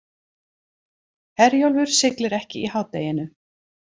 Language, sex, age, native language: Icelandic, female, 60-69, Icelandic